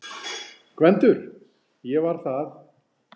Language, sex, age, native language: Icelandic, male, 40-49, Icelandic